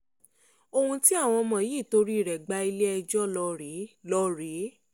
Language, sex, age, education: Yoruba, female, 15-29, tertiary